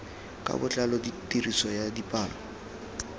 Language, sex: Tswana, male